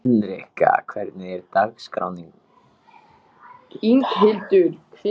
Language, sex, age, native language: Icelandic, male, 14, Icelandic